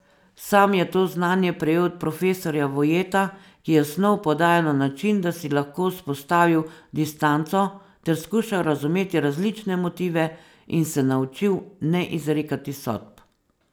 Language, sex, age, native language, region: Slovenian, female, 50-59, Slovenian, Savinja region